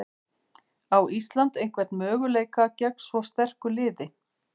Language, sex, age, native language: Icelandic, female, 50-59, Icelandic